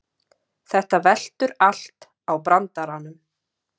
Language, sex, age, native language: Icelandic, female, 30-39, Icelandic